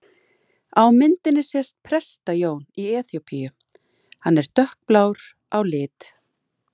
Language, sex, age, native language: Icelandic, female, 40-49, Icelandic